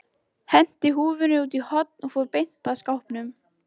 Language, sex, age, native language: Icelandic, female, 14, Icelandic